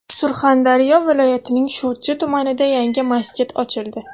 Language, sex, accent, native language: Uzbek, female, Surxondaryo, Russian